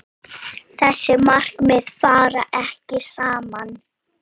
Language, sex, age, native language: Icelandic, female, 7, Icelandic